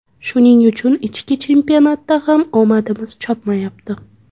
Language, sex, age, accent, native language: Uzbek, female, 18-24, Toshkent shahri, Uzbek